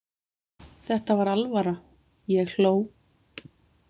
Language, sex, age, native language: Icelandic, female, 20-29, Icelandic